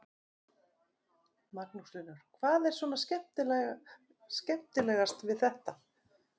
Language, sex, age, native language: Icelandic, female, 50-59, Icelandic